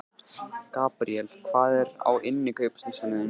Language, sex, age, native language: Icelandic, male, 14, Icelandic